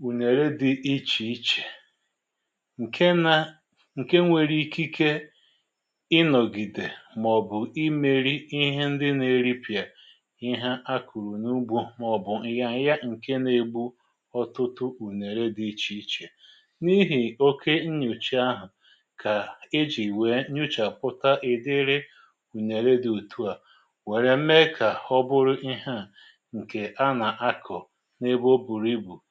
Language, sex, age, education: Igbo, male, 30-45, tertiary